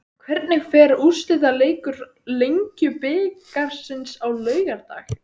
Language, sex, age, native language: Icelandic, female, 12, Icelandic